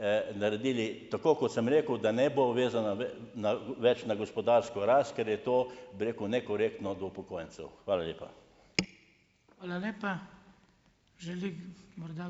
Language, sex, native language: Slovenian, male, Slovenian